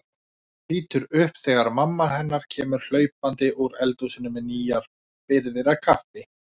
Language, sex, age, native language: Icelandic, male, 40-49, Icelandic